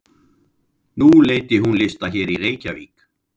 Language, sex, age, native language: Icelandic, male, 50-59, Icelandic